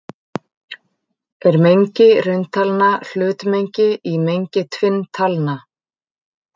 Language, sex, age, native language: Icelandic, female, 40-49, Icelandic